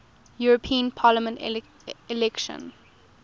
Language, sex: English, female